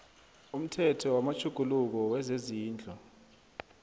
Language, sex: South Ndebele, male